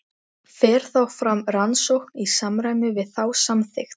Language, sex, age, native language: Icelandic, female, 13, Icelandic